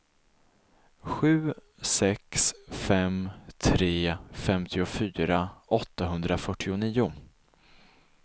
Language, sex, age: Swedish, male, 24